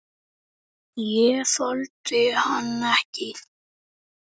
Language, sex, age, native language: Icelandic, male, 9, Icelandic